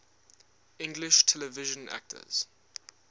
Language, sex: English, male